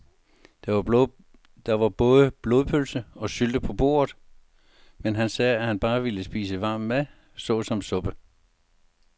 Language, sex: Danish, male